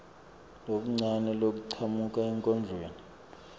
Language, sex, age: Swati, male, 24